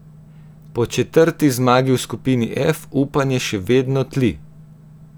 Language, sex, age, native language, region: Slovenian, female, 18-29, Slovenian, Gorenjska region